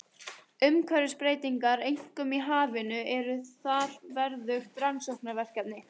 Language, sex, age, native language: Icelandic, female, 18-19, Icelandic